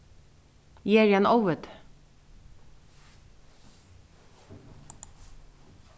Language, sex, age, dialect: Faroese, female, 36-60, Suðuroy